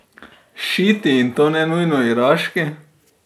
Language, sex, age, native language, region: Slovenian, male, 30-49, Slovenian, Drava region